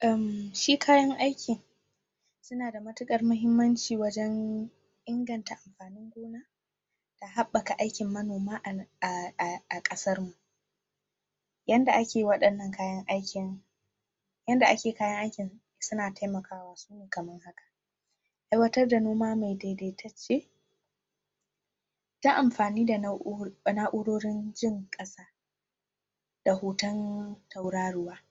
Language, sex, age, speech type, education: Hausa, female, 46-60, spontaneous, tertiary